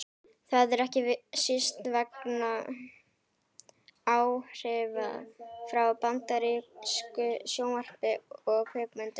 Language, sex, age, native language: Icelandic, female, 18-19, Icelandic